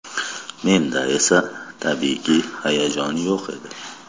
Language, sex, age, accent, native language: Uzbek, male, 25-34, Toshkent viloyati, Kazakh